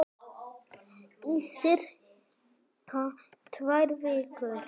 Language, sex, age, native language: Icelandic, male, 9, Icelandic